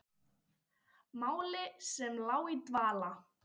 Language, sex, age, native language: Icelandic, male, 10, Icelandic